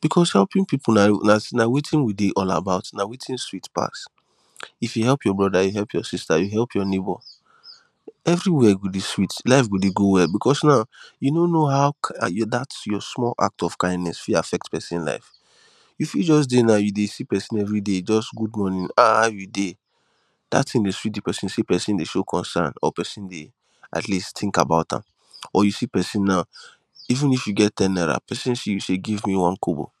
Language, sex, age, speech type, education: Nigerian Pidgin, male, 15-29, spontaneous, tertiary